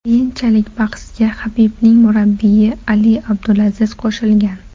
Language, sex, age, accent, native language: Uzbek, female, 18-24, Toshkent shahri, Uzbek